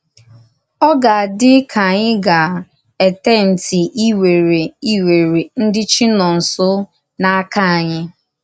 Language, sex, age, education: Igbo, female, 15-29, tertiary